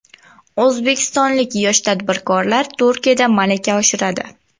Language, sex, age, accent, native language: Uzbek, female, 19-29, Toshkent viloyati, Uzbek